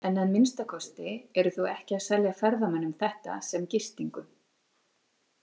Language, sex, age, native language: Icelandic, female, 40-49, Icelandic